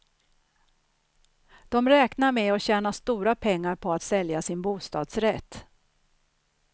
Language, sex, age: Swedish, female, 63